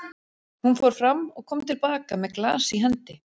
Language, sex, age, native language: Icelandic, female, 40-49, Icelandic